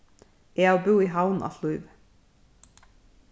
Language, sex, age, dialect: Faroese, female, 36-60, Suðurstreymoy